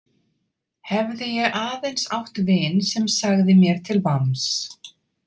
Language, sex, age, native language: Icelandic, female, 30-39, Icelandic